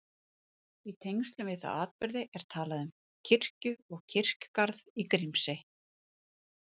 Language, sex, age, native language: Icelandic, female, 30-39, Icelandic